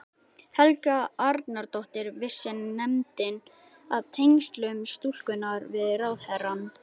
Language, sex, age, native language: Icelandic, male, 11, Icelandic